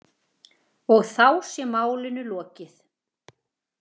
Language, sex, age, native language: Icelandic, female, 40-49, Icelandic